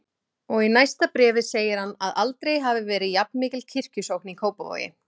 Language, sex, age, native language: Icelandic, female, 20-29, Icelandic